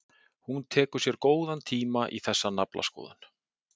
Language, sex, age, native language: Icelandic, male, 40-49, Icelandic